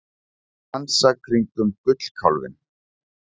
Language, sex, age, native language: Icelandic, male, 40-49, Icelandic